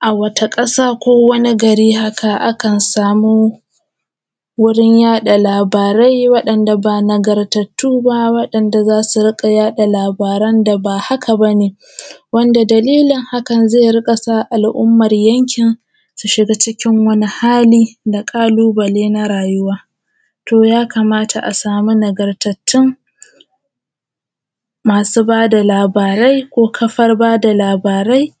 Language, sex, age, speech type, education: Hausa, female, 15-29, spontaneous, primary